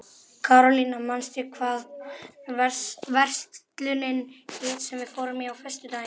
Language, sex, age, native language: Icelandic, male, 11, Icelandic